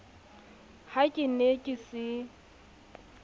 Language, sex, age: Southern Sotho, female, 27